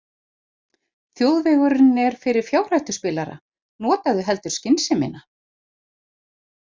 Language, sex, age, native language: Icelandic, female, 50-59, Icelandic